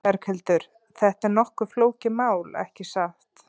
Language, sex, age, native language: Icelandic, female, 30-39, Icelandic